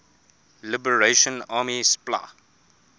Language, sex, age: English, male, 24